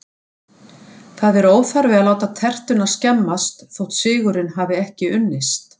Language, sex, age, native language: Icelandic, female, 60-69, Icelandic